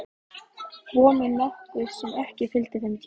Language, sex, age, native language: Icelandic, female, 12, Icelandic